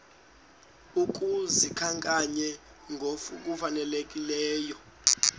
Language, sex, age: Xhosa, male, 19